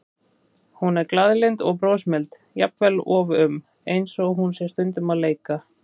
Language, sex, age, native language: Icelandic, female, 30-39, Icelandic